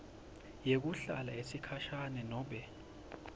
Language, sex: Swati, male